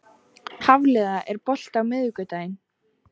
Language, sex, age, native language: Icelandic, female, 18-19, Icelandic